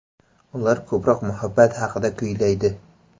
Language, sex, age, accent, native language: Uzbek, male, 18-24, Samarqand, Uzbek